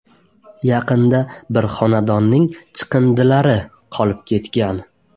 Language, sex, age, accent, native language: Uzbek, male, 18-24, Buxoro, Uzbek